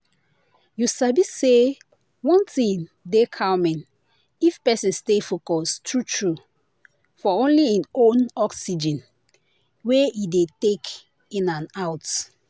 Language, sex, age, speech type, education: Nigerian Pidgin, female, 15-29, spontaneous, tertiary